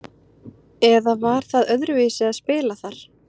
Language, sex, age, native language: Icelandic, female, 30-39, Icelandic